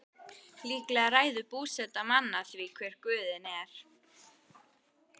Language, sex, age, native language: Icelandic, female, 12, Icelandic